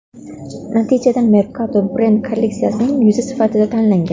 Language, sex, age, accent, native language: Uzbek, female, 19-29, Farg'ona, Uzbek